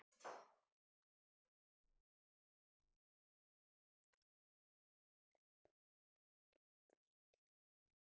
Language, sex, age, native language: Icelandic, female, 30-39, Icelandic